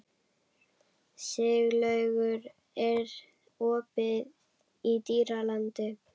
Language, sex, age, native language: Icelandic, female, 11, Icelandic